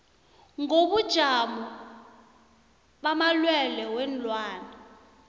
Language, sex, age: South Ndebele, female, 26